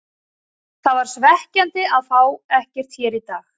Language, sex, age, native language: Icelandic, female, 30-39, Icelandic